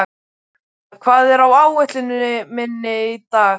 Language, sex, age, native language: Icelandic, male, 12, Icelandic